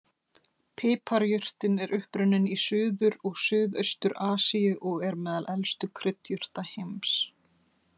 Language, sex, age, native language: Icelandic, female, 30-39, Icelandic